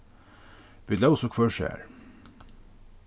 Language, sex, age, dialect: Faroese, male, 36-60, Norðurstreymoy/Eysturoy